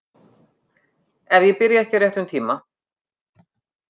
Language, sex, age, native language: Icelandic, female, 50-59, Icelandic